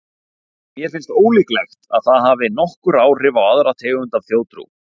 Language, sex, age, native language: Icelandic, male, 40-49, Icelandic